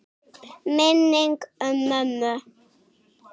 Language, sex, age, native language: Icelandic, female, 6, Icelandic